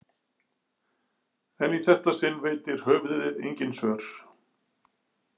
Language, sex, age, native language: Icelandic, male, 40-49, Icelandic